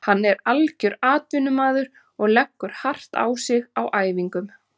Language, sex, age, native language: Icelandic, female, 30-39, Icelandic